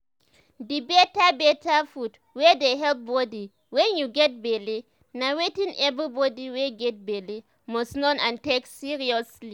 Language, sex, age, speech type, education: Nigerian Pidgin, female, 15-29, spontaneous, tertiary